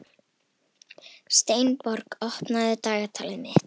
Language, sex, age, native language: Icelandic, female, 18-19, Icelandic